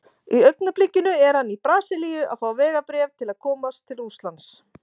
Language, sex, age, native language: Icelandic, female, 40-49, Icelandic